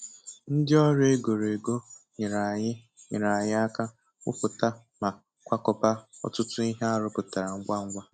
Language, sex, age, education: Igbo, male, 15-29, tertiary